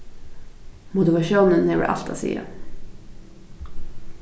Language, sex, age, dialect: Faroese, female, 15-35, Vágar